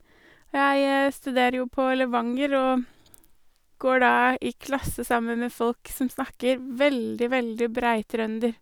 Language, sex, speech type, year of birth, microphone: Norwegian, female, spontaneous, 1983, Sennheiser